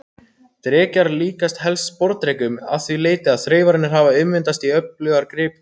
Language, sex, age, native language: Icelandic, other, 18-19, Icelandic